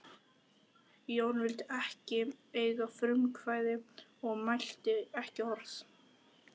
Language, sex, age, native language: Icelandic, male, 11, Icelandic